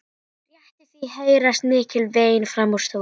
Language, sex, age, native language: Icelandic, female, 11, Icelandic